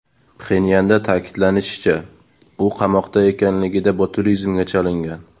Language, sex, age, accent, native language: Uzbek, male, 18-24, Sirdaryo, Uzbek